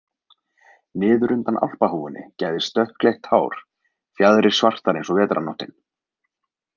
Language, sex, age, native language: Icelandic, male, 20-29, Icelandic